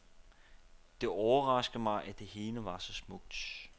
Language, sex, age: Danish, male, 29